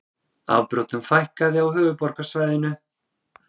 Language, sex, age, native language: Icelandic, male, 30-39, Icelandic